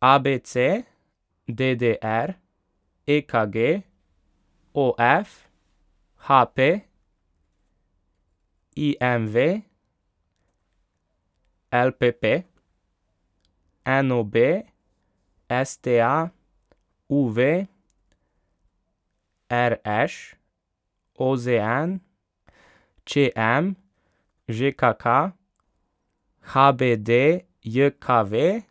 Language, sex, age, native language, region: Slovenian, male, 18-29, Slovenian, Pomurje region